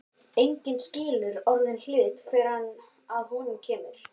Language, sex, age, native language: Icelandic, male, 12, Icelandic